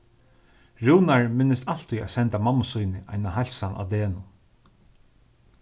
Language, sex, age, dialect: Faroese, male, 36-60, Suðurstreymoy